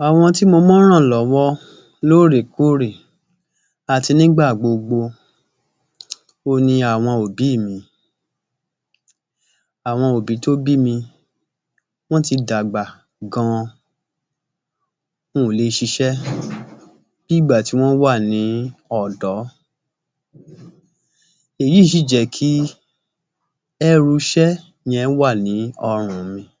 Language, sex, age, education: Yoruba, male, 30-45, tertiary